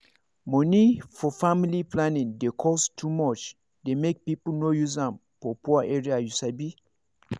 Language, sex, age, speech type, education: Nigerian Pidgin, male, 30-45, spontaneous, tertiary